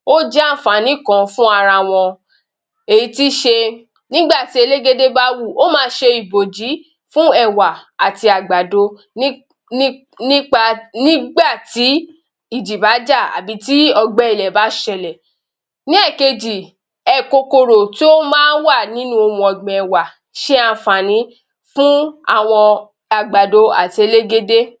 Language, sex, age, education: Yoruba, female, 15-29, tertiary